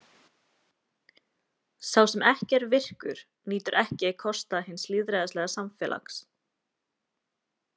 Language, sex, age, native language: Icelandic, female, 20-29, Icelandic